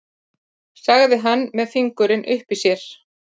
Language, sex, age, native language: Icelandic, female, 50-59, Icelandic